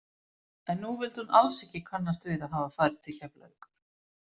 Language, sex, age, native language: Icelandic, female, 40-49, Icelandic